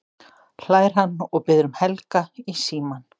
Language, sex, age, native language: Icelandic, female, 60-69, Icelandic